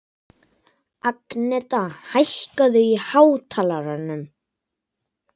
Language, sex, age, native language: Icelandic, male, 11, Icelandic